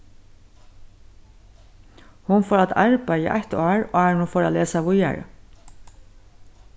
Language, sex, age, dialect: Faroese, female, 61+, Suðurstreymoy